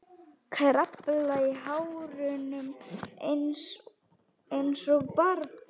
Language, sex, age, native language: Icelandic, female, 10, Icelandic